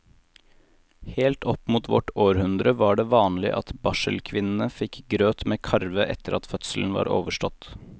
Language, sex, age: Norwegian, male, 18